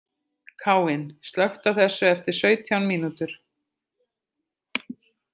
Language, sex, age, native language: Icelandic, female, 50-59, Icelandic